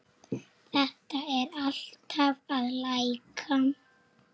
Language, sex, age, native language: Icelandic, female, 7, Icelandic